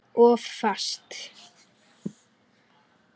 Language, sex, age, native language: Icelandic, male, 9, Icelandic